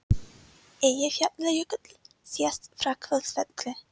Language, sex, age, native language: Icelandic, female, 30-39, Icelandic